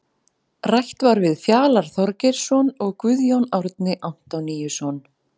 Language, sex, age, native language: Icelandic, female, 40-49, Icelandic